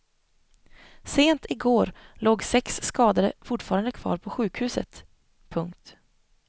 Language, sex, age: Swedish, female, 25